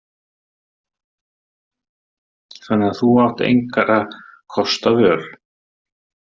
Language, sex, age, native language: Icelandic, male, 30-39, Icelandic